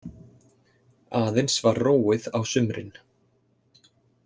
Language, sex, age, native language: Icelandic, male, 30-39, Icelandic